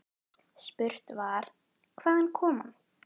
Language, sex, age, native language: Icelandic, female, 10, Icelandic